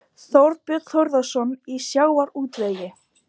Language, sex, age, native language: Icelandic, female, 30-39, Icelandic